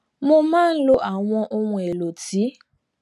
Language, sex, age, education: Yoruba, female, 15-29, tertiary